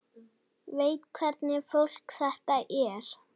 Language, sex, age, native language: Icelandic, female, 9, Icelandic